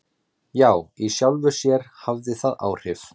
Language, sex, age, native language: Icelandic, male, 30-39, Icelandic